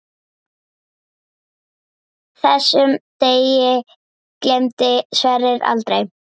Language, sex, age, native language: Icelandic, female, 8, Icelandic